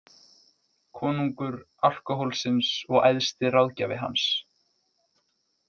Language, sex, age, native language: Icelandic, male, 20-29, Icelandic